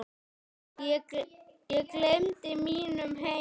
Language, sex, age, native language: Icelandic, male, 8, Icelandic